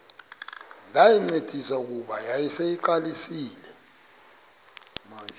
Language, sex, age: Xhosa, male, 23